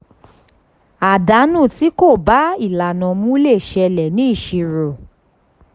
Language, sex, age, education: Yoruba, female, 15-29, tertiary